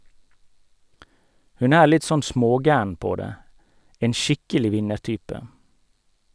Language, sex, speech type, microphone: Norwegian, male, read, Sennheiser